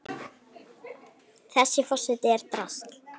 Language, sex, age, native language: Icelandic, female, 9, Icelandic